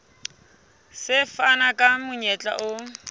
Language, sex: Southern Sotho, female